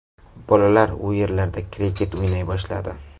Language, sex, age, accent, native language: Uzbek, male, 18-24, Navoiy, Uzbek